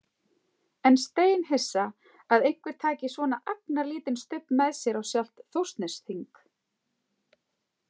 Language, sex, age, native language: Icelandic, female, 40-49, Icelandic